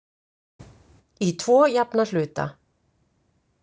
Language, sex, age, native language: Icelandic, female, 50-59, Icelandic